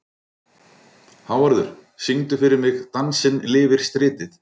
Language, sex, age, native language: Icelandic, male, 40-49, Icelandic